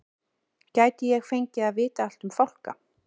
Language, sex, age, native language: Icelandic, female, 40-49, Icelandic